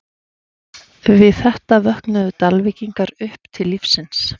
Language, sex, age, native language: Icelandic, female, 40-49, Icelandic